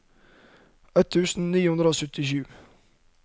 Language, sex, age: Norwegian, male, 31